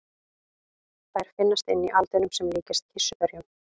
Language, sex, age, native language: Icelandic, female, 18-19, Icelandic